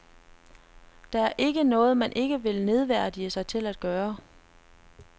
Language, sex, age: Danish, female, 33